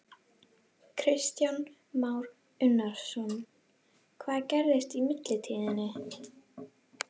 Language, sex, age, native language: Icelandic, female, 11, Icelandic